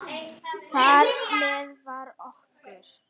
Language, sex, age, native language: Icelandic, female, 10, Polish